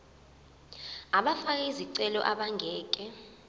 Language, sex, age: Zulu, female, 24